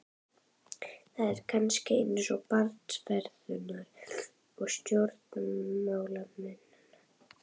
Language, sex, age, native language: Icelandic, female, 11, Icelandic